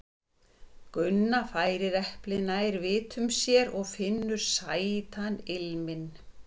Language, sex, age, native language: Icelandic, female, 50-59, Icelandic